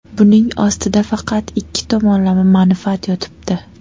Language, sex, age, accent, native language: Uzbek, female, 18-24, Namangan, Uzbek